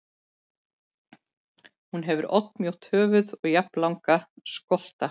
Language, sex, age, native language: Icelandic, female, 40-49, Icelandic